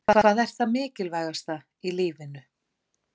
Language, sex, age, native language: Icelandic, female, 40-49, Icelandic